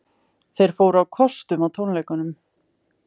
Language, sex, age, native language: Icelandic, female, 20-29, Icelandic